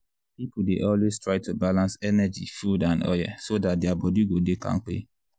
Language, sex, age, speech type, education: Nigerian Pidgin, male, 30-45, spontaneous, tertiary